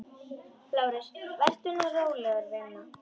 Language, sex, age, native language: Icelandic, female, 10, Icelandic